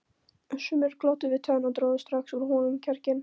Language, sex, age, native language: Icelandic, female, 13, Polish